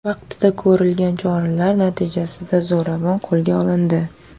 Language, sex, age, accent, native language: Uzbek, female, 18-24, Surxondaryo, Uzbek